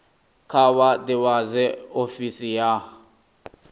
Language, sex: Venda, male